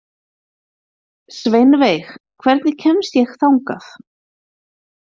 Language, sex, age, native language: Icelandic, female, 30-39, Icelandic